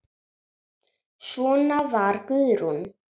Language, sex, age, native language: Icelandic, female, 7, Icelandic